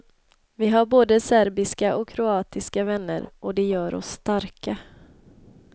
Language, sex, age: Swedish, female, 26